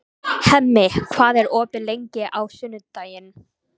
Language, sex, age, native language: Icelandic, female, 14, Icelandic